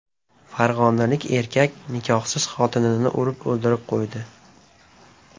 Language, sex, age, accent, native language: Uzbek, male, 18-24, Namangan, Uzbek